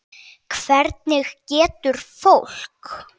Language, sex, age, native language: Icelandic, male, 7, Icelandic